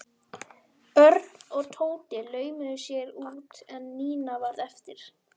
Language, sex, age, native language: Icelandic, male, 11, Icelandic